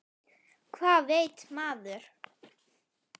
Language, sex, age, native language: Icelandic, female, 9, Icelandic